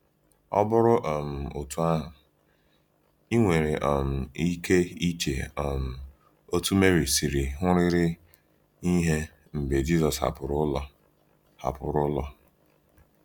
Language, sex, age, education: Igbo, male, 15-29, tertiary